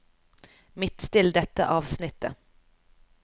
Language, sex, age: Norwegian, female, 29